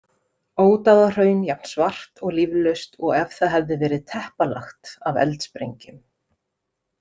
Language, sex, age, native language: Icelandic, female, 30-39, Icelandic